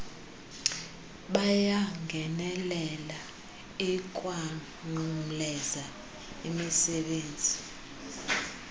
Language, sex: Xhosa, female